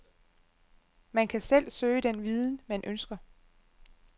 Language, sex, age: Danish, female, 25